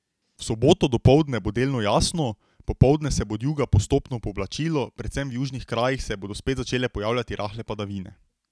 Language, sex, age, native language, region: Slovenian, male, 18-29, Slovenian, Drava region